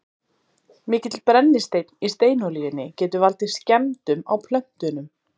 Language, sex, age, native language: Icelandic, female, 30-39, Icelandic